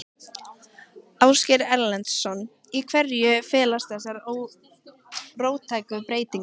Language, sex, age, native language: Icelandic, female, 15, Icelandic